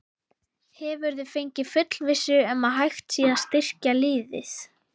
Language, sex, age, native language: Icelandic, female, 11, Icelandic